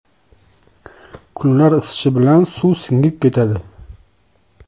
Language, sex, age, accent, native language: Uzbek, male, 25-34, Toshkent shahri, Uzbek